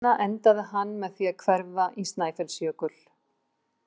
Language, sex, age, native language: Icelandic, female, 50-59, Icelandic